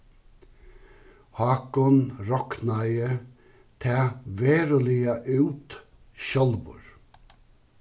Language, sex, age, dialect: Faroese, male, 61+, Suðuroy